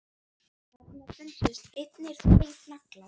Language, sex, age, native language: Icelandic, female, 9, Icelandic